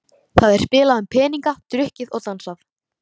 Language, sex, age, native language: Icelandic, female, 13, Icelandic